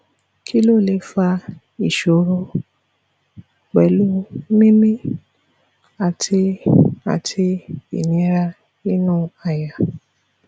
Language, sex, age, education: Yoruba, female, 15-29, tertiary